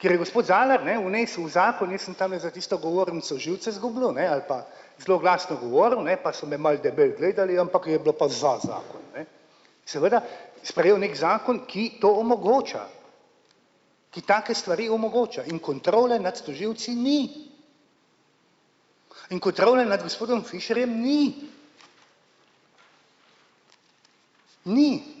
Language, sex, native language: Slovenian, male, Slovenian